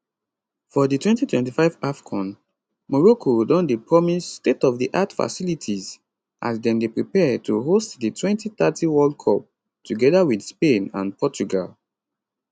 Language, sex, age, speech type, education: Nigerian Pidgin, male, 15-29, spontaneous, tertiary